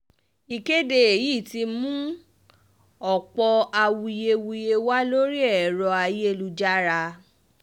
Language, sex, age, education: Yoruba, female, 15-29, tertiary